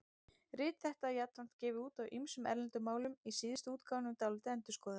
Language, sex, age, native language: Icelandic, female, 30-39, Icelandic